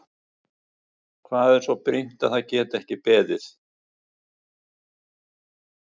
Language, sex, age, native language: Icelandic, male, 60-69, Icelandic